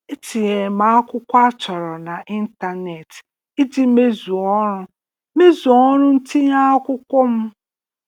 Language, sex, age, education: Igbo, female, 30-45, tertiary